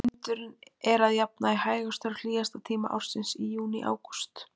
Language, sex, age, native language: Icelandic, female, 20-29, Icelandic